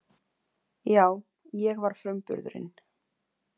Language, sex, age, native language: Icelandic, female, 20-29, Icelandic